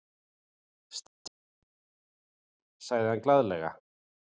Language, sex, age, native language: Icelandic, male, 40-49, Icelandic